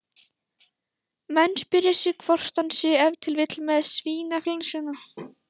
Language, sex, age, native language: Icelandic, female, 16, Icelandic